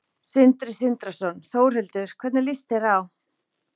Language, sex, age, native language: Icelandic, female, 40-49, Icelandic